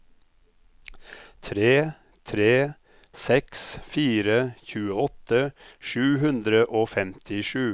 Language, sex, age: Norwegian, male, 57